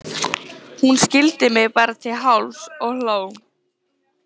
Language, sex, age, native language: Icelandic, female, 18-19, Icelandic